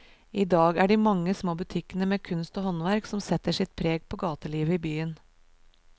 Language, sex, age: Norwegian, female, 37